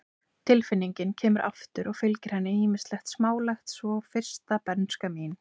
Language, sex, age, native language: Icelandic, female, 20-29, Icelandic